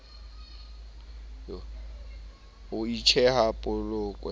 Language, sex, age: Southern Sotho, male, 19